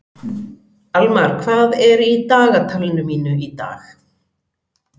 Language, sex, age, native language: Icelandic, female, 40-49, Icelandic